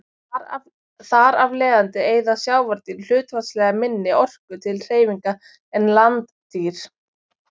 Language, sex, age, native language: Icelandic, female, 20-29, Icelandic